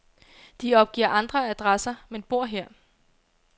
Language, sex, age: Danish, female, 22